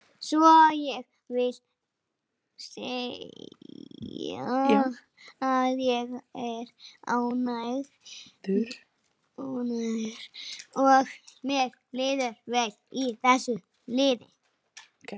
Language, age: Icelandic, 20-29